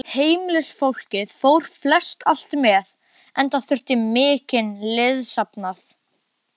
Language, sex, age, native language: Icelandic, male, 12, Icelandic